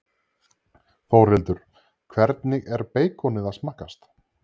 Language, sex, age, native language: Icelandic, male, 30-39, Icelandic